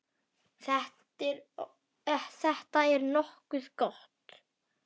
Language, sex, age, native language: Icelandic, male, 9, Icelandic